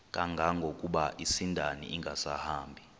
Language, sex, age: Xhosa, male, 23